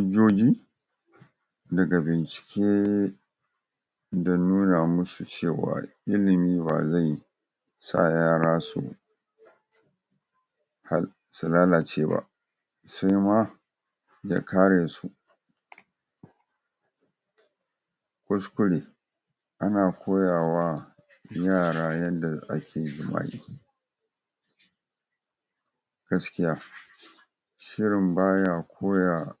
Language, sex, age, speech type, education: Hausa, male, 46-60, spontaneous, tertiary